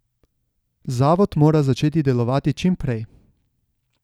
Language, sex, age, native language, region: Slovenian, male, 18-29, Slovenian, Savinja region